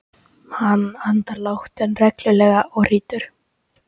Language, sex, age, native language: Icelandic, male, 13, Icelandic